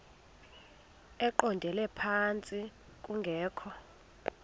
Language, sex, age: Xhosa, female, 21